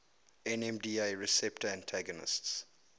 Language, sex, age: English, male, 22